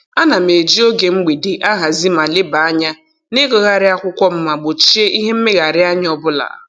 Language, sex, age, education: Igbo, female, 15-29, tertiary